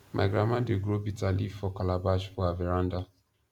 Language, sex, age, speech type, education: Nigerian Pidgin, male, 15-29, spontaneous, secondary